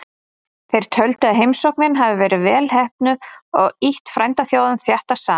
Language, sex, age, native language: Icelandic, female, 30-39, Icelandic